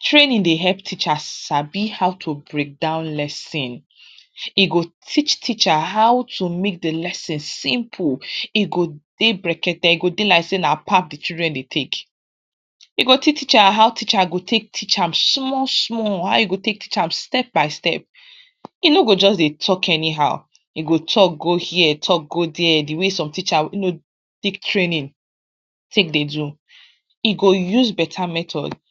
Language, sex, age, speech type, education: Nigerian Pidgin, female, 46-60, spontaneous, tertiary